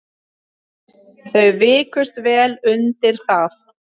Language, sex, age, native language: Icelandic, female, 7, Icelandic